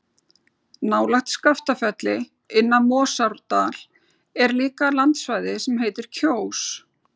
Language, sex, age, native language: Icelandic, female, 40-49, Icelandic